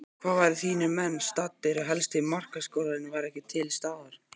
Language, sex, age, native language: Icelandic, male, 18-19, Icelandic